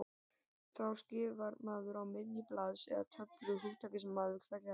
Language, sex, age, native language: Icelandic, male, 18-19, Icelandic